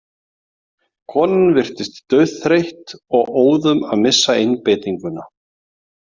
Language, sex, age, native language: Icelandic, male, 40-49, Icelandic